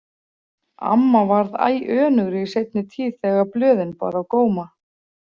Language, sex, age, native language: Icelandic, female, 40-49, Icelandic